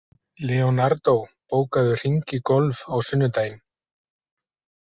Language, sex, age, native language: Icelandic, male, 40-49, Icelandic